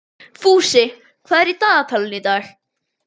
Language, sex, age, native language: Icelandic, male, 12, Icelandic